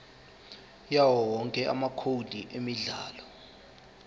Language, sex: Zulu, male